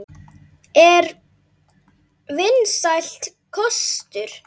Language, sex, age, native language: Icelandic, male, 8, Icelandic